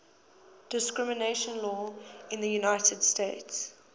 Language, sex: English, female